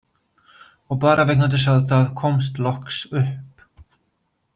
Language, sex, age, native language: Icelandic, male, 20-29, Polish